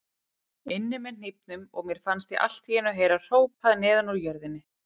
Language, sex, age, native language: Icelandic, female, 30-39, Icelandic